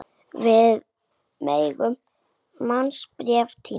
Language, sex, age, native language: Icelandic, male, 8, Icelandic